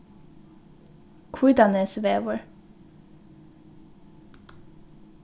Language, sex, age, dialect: Faroese, female, 15-35, Norðurstreymoy/Eysturoy